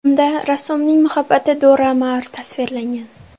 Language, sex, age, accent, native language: Uzbek, female, 18-24, Samarqand, Uzbek